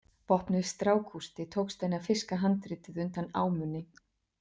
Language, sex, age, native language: Icelandic, female, 40-49, Icelandic